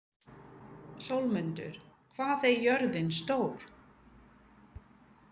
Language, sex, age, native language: Icelandic, female, 50-59, English